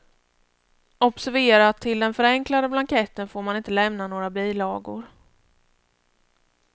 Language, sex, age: Swedish, female, 31